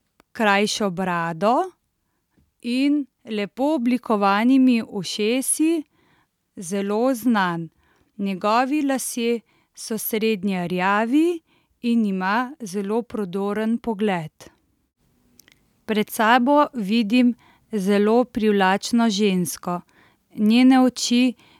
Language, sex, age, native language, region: Slovenian, female, 30-49, Slovenian, Central Slovenia